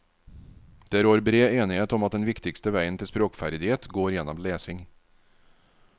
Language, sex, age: Norwegian, male, 49